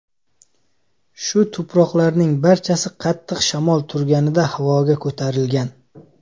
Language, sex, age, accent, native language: Uzbek, male, 25-34, Samarqand, Uzbek